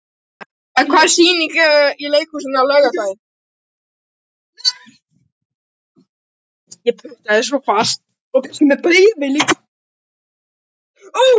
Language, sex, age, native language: Icelandic, male, 12, Icelandic